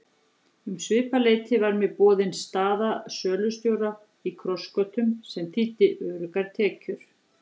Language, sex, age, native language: Icelandic, female, 40-49, Icelandic